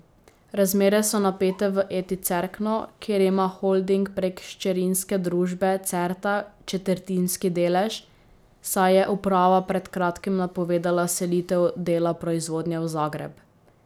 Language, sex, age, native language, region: Slovenian, female, 18-29, Slovenian, Drava region